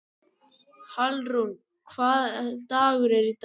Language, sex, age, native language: Icelandic, male, 11, Icelandic